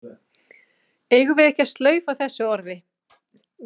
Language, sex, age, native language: Icelandic, female, 40-49, Icelandic